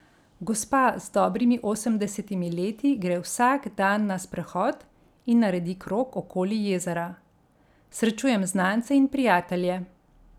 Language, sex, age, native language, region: Slovenian, female, 50-59, Slovenian, Central Slovenia